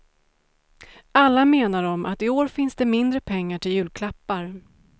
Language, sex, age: Swedish, female, 35